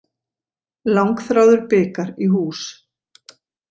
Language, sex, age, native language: Icelandic, female, 40-49, Icelandic